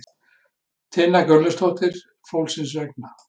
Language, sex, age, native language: Icelandic, male, 60-69, Icelandic